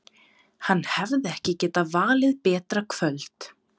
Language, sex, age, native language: Icelandic, female, 20-29, Serbo-Croatian